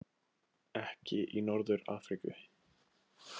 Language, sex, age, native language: Icelandic, male, 18-19, Icelandic